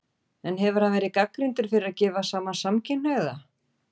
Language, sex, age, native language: Icelandic, female, 40-49, Icelandic